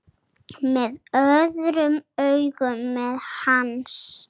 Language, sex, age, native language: Icelandic, female, 7, Icelandic